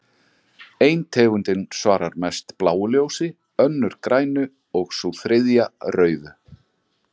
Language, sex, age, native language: Icelandic, male, 40-49, Icelandic